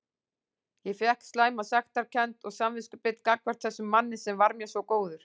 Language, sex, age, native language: Icelandic, female, 40-49, Icelandic